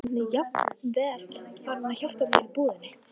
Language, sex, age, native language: Icelandic, female, 13, Icelandic